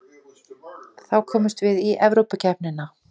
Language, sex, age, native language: Icelandic, female, 40-49, Icelandic